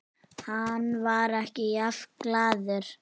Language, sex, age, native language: Icelandic, female, 6, Icelandic